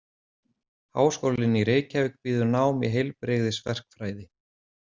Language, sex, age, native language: Icelandic, male, 40-49, Icelandic